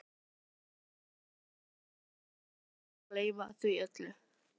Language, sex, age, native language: Icelandic, other, 11, Icelandic